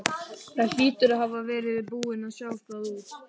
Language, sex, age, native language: Icelandic, male, 12, Icelandic